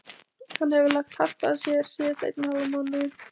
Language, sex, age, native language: Icelandic, female, 20-29, Icelandic